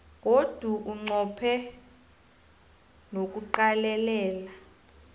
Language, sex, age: South Ndebele, female, 25